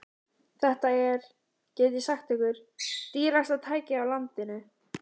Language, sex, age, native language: Icelandic, female, 14, Icelandic